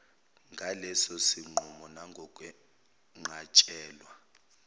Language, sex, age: Zulu, male, 29